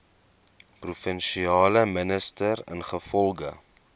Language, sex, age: Afrikaans, male, 21